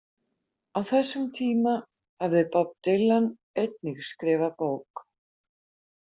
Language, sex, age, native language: Icelandic, female, 50-59, Icelandic